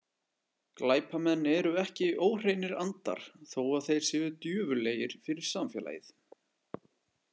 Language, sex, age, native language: Icelandic, male, 20-29, Icelandic